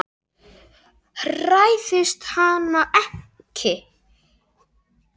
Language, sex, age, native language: Icelandic, male, 7, Icelandic